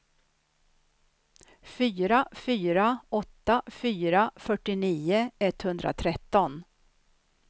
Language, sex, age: Swedish, female, 63